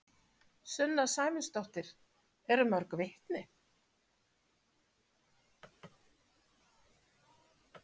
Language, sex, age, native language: Icelandic, female, 70-79, Icelandic